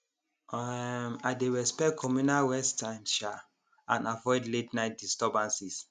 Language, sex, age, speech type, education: Nigerian Pidgin, male, 30-45, spontaneous, tertiary